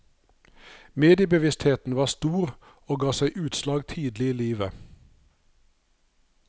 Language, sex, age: Norwegian, male, 59